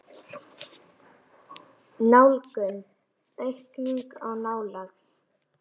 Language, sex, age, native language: Icelandic, female, 8, Icelandic